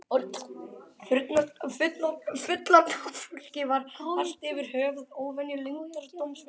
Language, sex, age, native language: Icelandic, male, 12, Icelandic